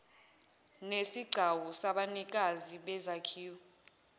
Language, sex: Zulu, female